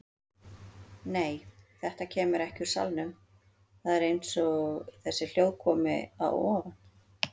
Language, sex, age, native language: Icelandic, female, 40-49, Icelandic